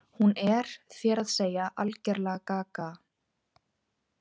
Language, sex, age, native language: Icelandic, female, 20-29, Icelandic